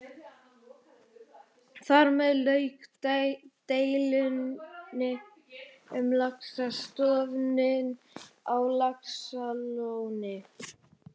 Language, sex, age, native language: Icelandic, male, 12, Icelandic